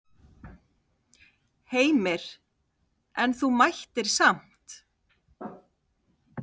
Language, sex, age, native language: Icelandic, female, 8, Icelandic